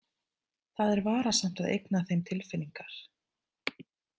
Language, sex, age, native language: Icelandic, female, 30-39, Icelandic